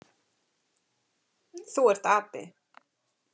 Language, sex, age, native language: Icelandic, female, 40-49, Icelandic